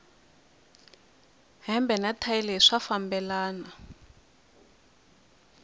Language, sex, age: Tsonga, female, 20